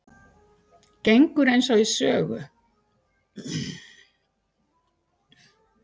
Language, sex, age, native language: Icelandic, female, 60-69, Icelandic